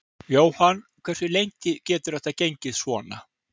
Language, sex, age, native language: Icelandic, male, 60-69, Icelandic